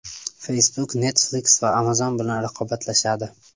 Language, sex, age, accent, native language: Uzbek, male, 18-24, Samarqand, Uzbek